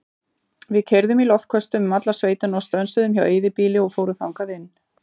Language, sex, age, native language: Icelandic, female, 40-49, Icelandic